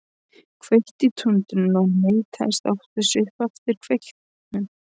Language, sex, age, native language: Icelandic, male, 13, Polish